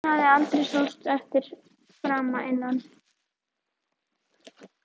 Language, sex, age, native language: Icelandic, female, 13, Icelandic